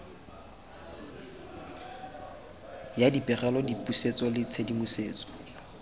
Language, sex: Tswana, male